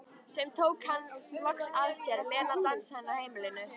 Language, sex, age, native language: Icelandic, female, 13, Icelandic